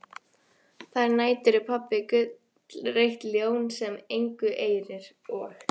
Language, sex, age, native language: Icelandic, female, 14, Icelandic